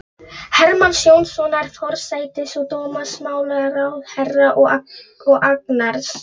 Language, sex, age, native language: Icelandic, female, 11, Polish